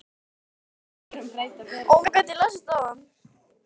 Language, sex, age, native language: Icelandic, female, 12, Icelandic